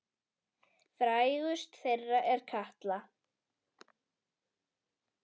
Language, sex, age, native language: Icelandic, female, 10, Icelandic